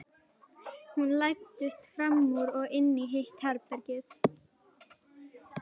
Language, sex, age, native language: Icelandic, female, 11, Icelandic